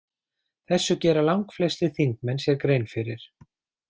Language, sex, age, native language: Icelandic, male, 40-49, Icelandic